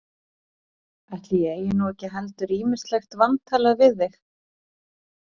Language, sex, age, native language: Icelandic, female, 40-49, Icelandic